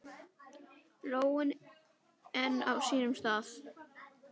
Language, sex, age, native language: Icelandic, female, 10, Icelandic